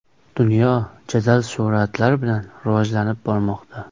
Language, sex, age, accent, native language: Uzbek, male, 25-34, Toshkent viloyati, Uzbek